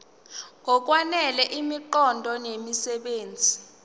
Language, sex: Zulu, female